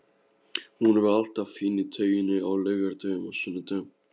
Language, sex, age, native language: Icelandic, male, 15, Polish